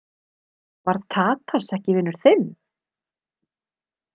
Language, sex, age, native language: Icelandic, female, 30-39, Icelandic